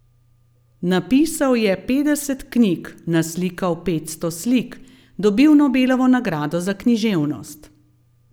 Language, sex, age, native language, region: Slovenian, female, 50-59, Slovenian, Gorenjska region